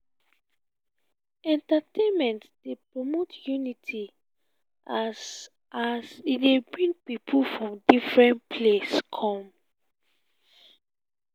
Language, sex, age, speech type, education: Nigerian Pidgin, female, 15-29, spontaneous, tertiary